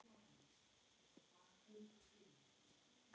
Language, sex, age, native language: Icelandic, female, 10, Icelandic